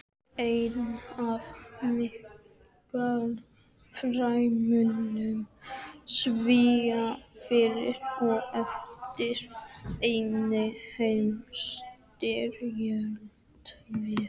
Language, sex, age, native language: Icelandic, male, 12, Icelandic